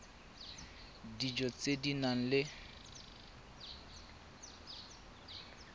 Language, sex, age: Tswana, male, 22